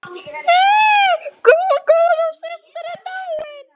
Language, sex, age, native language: Icelandic, male, 10, Icelandic